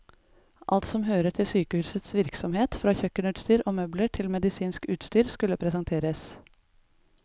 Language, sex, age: Norwegian, female, 33